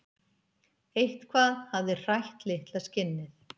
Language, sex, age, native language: Icelandic, female, 50-59, Icelandic